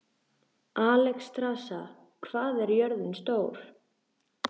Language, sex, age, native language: Icelandic, female, 13, Icelandic